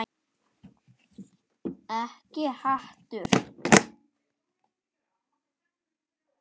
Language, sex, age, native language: Icelandic, male, 9, Icelandic